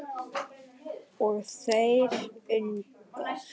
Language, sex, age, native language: Icelandic, male, 10, Icelandic